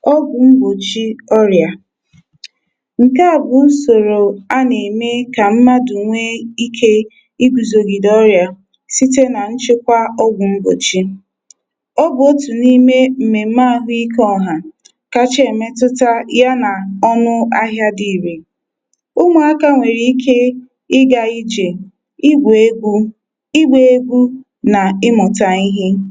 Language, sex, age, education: Igbo, female, 30-45, tertiary